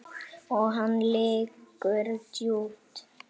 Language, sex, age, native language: Icelandic, female, 8, Icelandic